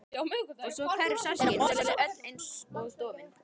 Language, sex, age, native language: Icelandic, male, 12, Icelandic